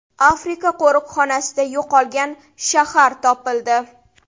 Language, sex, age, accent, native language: Uzbek, female, 18-24, Toshkent shahri, Uzbek